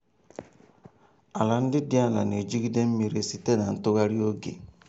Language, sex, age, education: Igbo, male, 30-45, tertiary